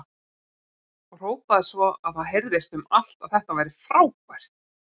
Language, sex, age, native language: Icelandic, female, 40-49, Icelandic